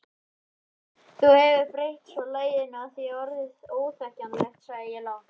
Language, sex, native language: Icelandic, male, Icelandic